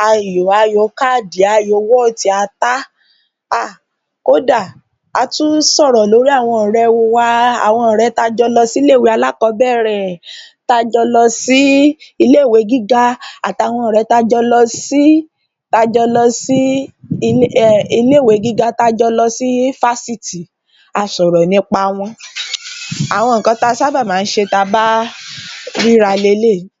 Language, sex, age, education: Yoruba, female, 30-45, tertiary